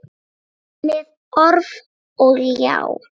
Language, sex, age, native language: Icelandic, female, 6, Icelandic